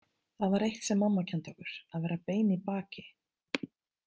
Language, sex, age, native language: Icelandic, female, 30-39, Icelandic